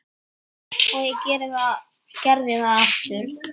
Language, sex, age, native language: Icelandic, male, 8, Icelandic